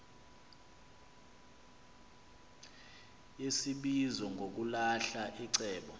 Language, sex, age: Xhosa, male, 26